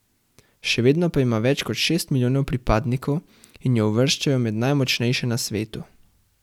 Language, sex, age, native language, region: Slovenian, male, 18-29, Slovenian, Central Slovenia